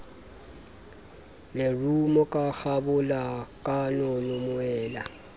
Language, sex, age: Southern Sotho, male, 24